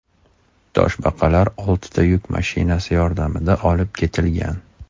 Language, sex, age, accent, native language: Uzbek, male, 35+, Toshkent shahri, Uzbek